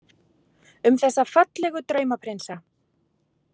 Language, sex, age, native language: Icelandic, female, 40-49, Icelandic